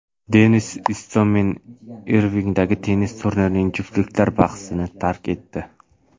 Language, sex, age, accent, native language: Uzbek, male, 18-24, Navoiy, Uzbek